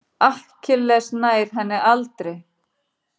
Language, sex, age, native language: Icelandic, female, 40-49, Icelandic